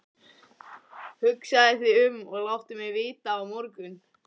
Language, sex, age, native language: Icelandic, male, 14, Icelandic